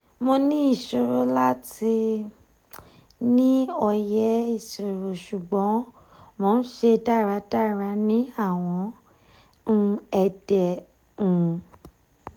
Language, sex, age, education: Yoruba, female, 15-29, tertiary